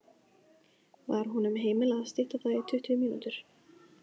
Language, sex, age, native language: Icelandic, female, 15, Icelandic